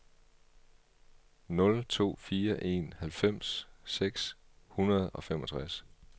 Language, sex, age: Danish, male, 38